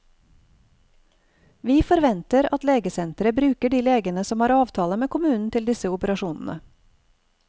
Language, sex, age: Norwegian, female, 48